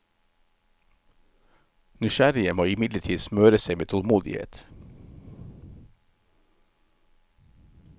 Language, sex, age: Norwegian, male, 51